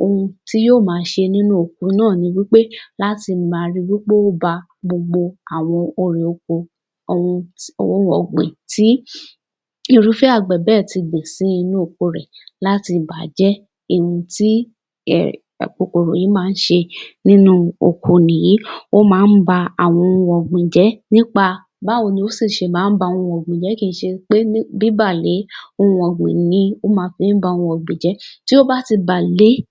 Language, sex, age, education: Yoruba, female, 30-45, tertiary